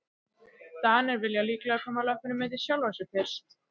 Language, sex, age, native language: Icelandic, female, 14, Icelandic